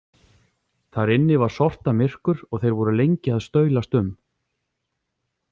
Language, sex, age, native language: Icelandic, male, 40-49, Icelandic